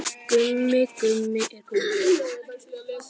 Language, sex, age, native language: Icelandic, male, 12, Icelandic